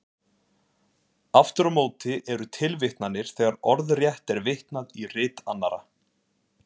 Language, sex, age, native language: Icelandic, male, 20-29, Icelandic